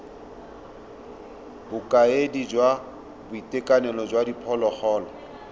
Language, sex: Tswana, male